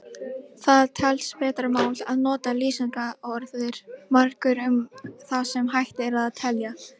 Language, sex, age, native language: Icelandic, female, 18-19, Icelandic